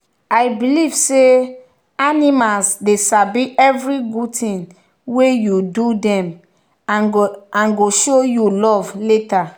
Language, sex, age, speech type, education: Nigerian Pidgin, male, 15-29, spontaneous, tertiary